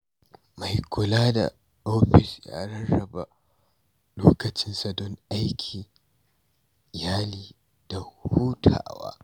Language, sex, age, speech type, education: Hausa, male, 46-60, read, tertiary